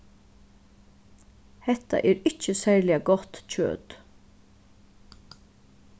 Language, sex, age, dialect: Faroese, female, 36-60, Suðuroy